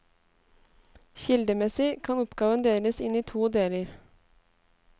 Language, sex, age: Norwegian, female, 18